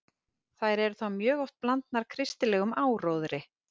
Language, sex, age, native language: Icelandic, female, 50-59, Icelandic